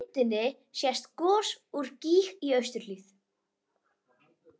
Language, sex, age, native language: Icelandic, female, 11, Icelandic